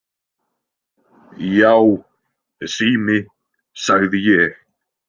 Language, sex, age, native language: Icelandic, male, 20-29, Icelandic